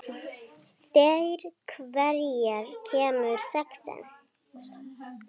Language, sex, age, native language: Icelandic, female, 12, Icelandic